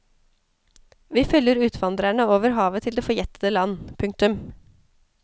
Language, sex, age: Norwegian, female, 34